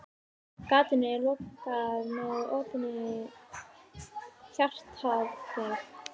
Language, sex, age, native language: Icelandic, female, 18-19, Icelandic